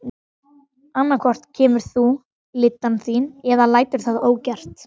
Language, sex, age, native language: Icelandic, male, 12, Icelandic